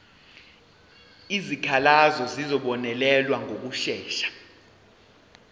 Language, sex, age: Zulu, male, 20